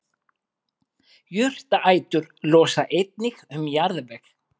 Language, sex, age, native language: Icelandic, male, 40-49, Icelandic